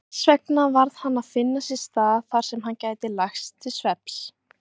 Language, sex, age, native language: Icelandic, female, 18-19, Icelandic